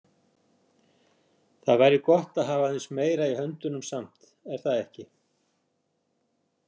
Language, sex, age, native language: Icelandic, male, 60-69, Icelandic